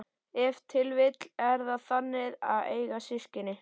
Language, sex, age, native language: Icelandic, male, 11, Icelandic